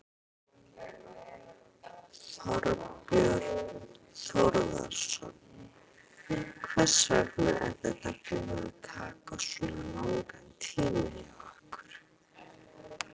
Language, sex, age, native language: Icelandic, female, 40-49, Icelandic